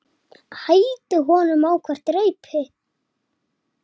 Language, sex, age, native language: Icelandic, male, 7, Icelandic